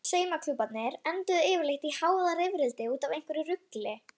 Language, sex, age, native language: Icelandic, female, 11, Icelandic